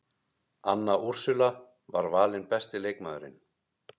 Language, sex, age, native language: Icelandic, male, 30-39, Icelandic